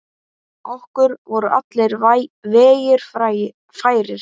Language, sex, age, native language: Icelandic, male, 8, Icelandic